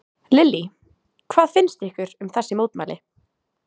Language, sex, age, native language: Icelandic, female, 18-19, Icelandic